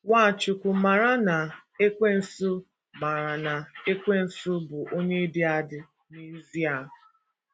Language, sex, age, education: Igbo, female, 15-29, tertiary